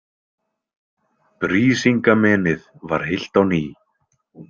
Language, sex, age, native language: Icelandic, male, 20-29, Icelandic